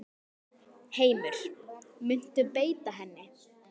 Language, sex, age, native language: Icelandic, female, 10, Icelandic